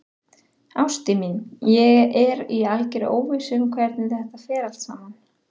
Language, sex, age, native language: Icelandic, female, 30-39, Icelandic